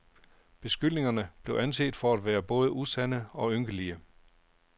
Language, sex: Danish, male